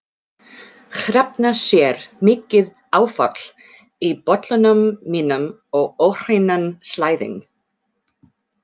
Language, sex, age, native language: Icelandic, female, 40-49, English